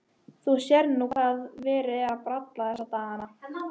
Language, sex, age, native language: Icelandic, female, 12, Icelandic